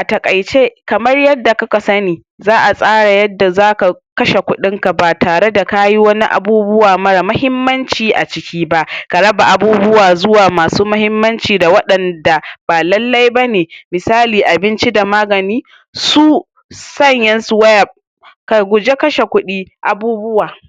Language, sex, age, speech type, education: Hausa, male, 46-60, spontaneous, tertiary